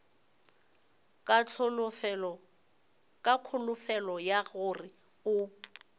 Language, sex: Northern Sotho, female